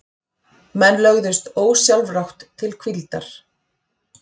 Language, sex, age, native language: Icelandic, female, 40-49, Icelandic